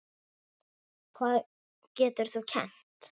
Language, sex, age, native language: Icelandic, female, 10, Icelandic